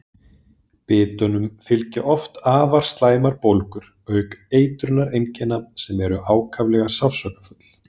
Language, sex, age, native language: Icelandic, male, 30-39, Icelandic